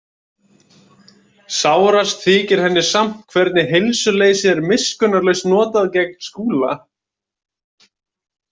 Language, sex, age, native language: Icelandic, male, 20-29, Icelandic